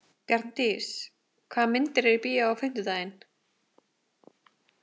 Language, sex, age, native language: Icelandic, female, 20-29, Icelandic